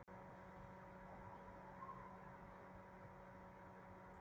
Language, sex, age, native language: Icelandic, female, 40-49, Icelandic